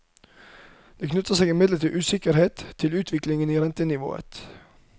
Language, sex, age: Norwegian, male, 31